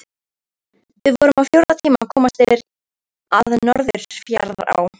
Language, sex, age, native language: Icelandic, female, 13, Icelandic